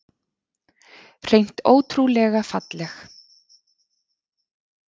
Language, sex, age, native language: Icelandic, female, 30-39, Icelandic